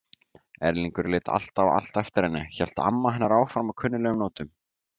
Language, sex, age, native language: Icelandic, male, 18-19, Icelandic